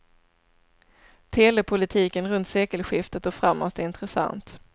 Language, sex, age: Swedish, female, 27